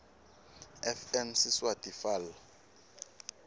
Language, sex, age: Swati, male, 19